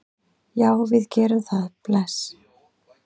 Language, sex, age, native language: Icelandic, female, 30-39, Icelandic